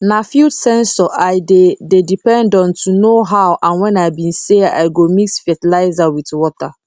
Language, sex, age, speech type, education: Nigerian Pidgin, female, 30-45, spontaneous, tertiary